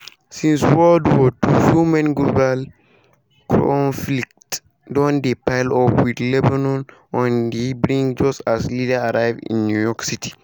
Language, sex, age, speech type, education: Nigerian Pidgin, male, 15-29, spontaneous, secondary